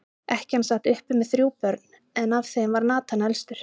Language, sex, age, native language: Icelandic, female, 30-39, Icelandic